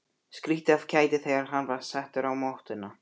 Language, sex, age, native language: Icelandic, male, 12, Icelandic